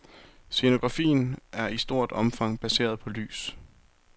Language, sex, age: Danish, male, 23